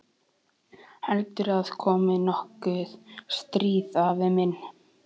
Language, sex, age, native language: Icelandic, male, 11, Icelandic